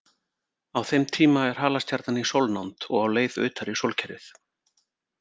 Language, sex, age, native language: Icelandic, male, 40-49, Icelandic